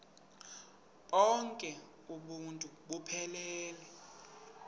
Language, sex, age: Xhosa, male, 31